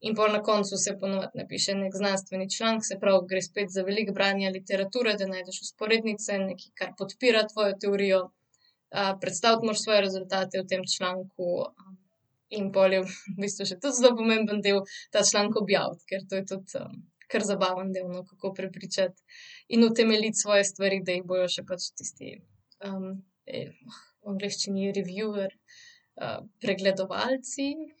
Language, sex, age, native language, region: Slovenian, female, 30-49, Slovenian, Central Slovenia